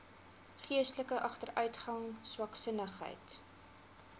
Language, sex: Afrikaans, female